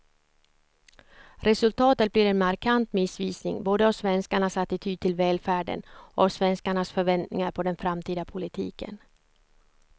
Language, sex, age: Swedish, female, 54